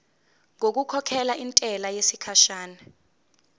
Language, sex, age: Zulu, female, 19